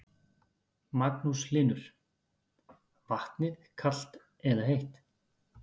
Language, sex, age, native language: Icelandic, male, 50-59, Icelandic